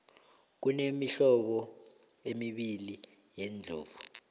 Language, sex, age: South Ndebele, male, 22